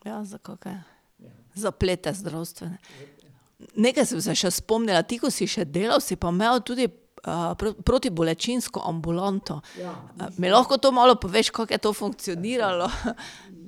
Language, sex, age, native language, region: Slovenian, female, 30-49, Slovenian, Pomurje region